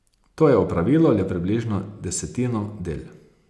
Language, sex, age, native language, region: Slovenian, male, 30-49, Slovenian, Posavska region